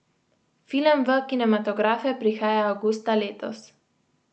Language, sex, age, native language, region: Slovenian, female, 18-29, Slovenian, Central Slovenia